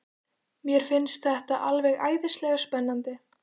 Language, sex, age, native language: Icelandic, female, 14, Icelandic